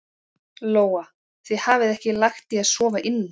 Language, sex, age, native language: Icelandic, female, 40-49, Icelandic